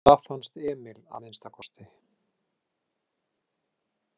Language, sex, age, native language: Icelandic, male, 30-39, Icelandic